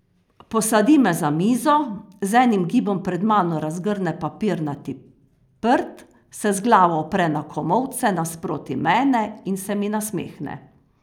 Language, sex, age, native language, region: Slovenian, female, 50-59, Slovenian, Carinthia region